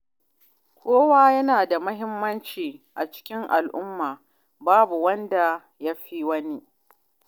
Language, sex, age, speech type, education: Hausa, female, 30-45, spontaneous, tertiary